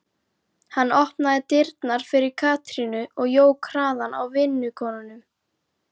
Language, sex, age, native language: Icelandic, female, 11, Icelandic